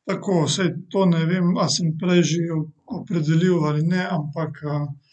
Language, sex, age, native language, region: Slovenian, male, 18-29, Slovenian, Central Slovenia